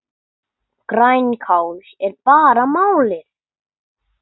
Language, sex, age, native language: Icelandic, male, 9, English